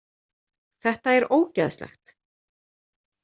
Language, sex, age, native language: Icelandic, female, 40-49, Icelandic